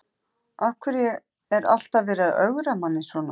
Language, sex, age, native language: Icelandic, male, 13, Icelandic